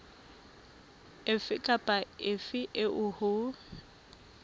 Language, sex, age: Southern Sotho, female, 21